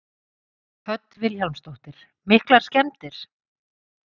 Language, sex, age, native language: Icelandic, female, 50-59, Icelandic